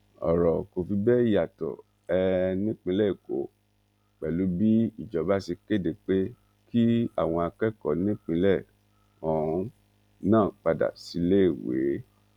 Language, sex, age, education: Yoruba, male, 46-60, tertiary